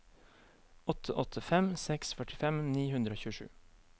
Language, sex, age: Norwegian, male, 23